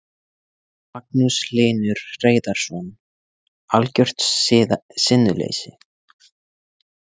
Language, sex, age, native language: Icelandic, male, 20-29, Icelandic